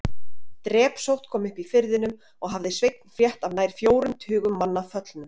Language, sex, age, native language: Icelandic, female, 30-39, Icelandic